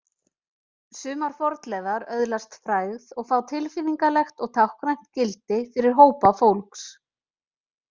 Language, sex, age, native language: Icelandic, female, 40-49, Icelandic